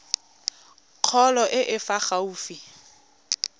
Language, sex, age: Tswana, female, 22